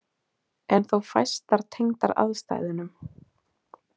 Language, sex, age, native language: Icelandic, female, 20-29, Icelandic